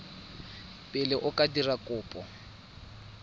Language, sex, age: Tswana, male, 22